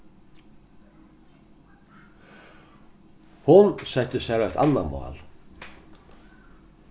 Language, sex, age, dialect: Faroese, male, 61+, Norðurstreymoy/Eysturoy